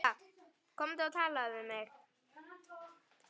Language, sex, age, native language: Icelandic, male, 9, Icelandic